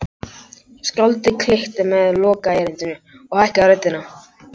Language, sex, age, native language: Icelandic, male, 11, Icelandic